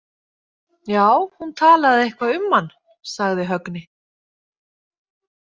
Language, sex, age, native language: Icelandic, female, 30-39, Icelandic